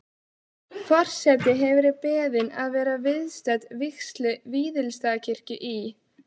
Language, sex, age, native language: Icelandic, female, 16, Icelandic